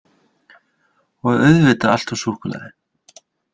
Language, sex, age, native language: Icelandic, male, 30-39, Icelandic